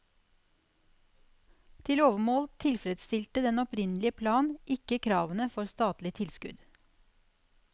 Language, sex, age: Norwegian, female, 46